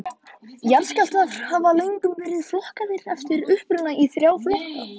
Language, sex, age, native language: Icelandic, male, 13, Icelandic